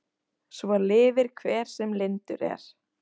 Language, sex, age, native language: Icelandic, female, 18-19, Icelandic